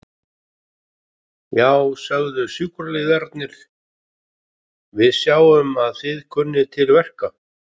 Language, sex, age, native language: Icelandic, male, 50-59, Icelandic